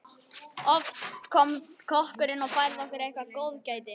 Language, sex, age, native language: Icelandic, male, 11, Icelandic